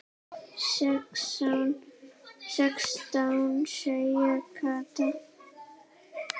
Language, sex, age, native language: Icelandic, female, 9, Icelandic